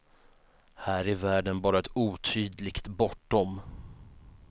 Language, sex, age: Swedish, male, 19